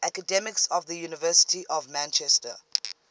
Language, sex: English, female